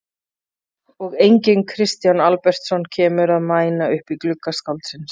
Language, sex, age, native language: Icelandic, female, 30-39, Icelandic